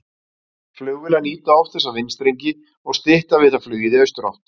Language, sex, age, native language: Icelandic, male, 40-49, Icelandic